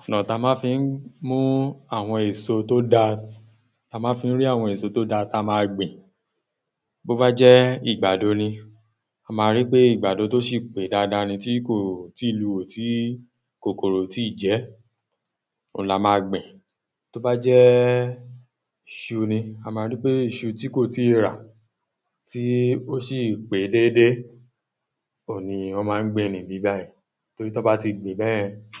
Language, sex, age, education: Yoruba, male, 30-45, tertiary